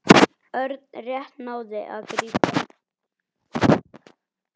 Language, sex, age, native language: Icelandic, male, 9, Icelandic